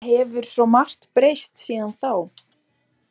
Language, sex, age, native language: Icelandic, female, 18-19, Icelandic